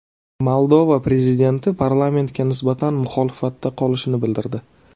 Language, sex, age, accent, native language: Uzbek, male, 30-39, Navoiy, Uzbek